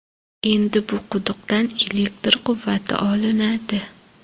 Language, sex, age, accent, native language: Uzbek, female, 25-34, Toshkent shahri, Uzbek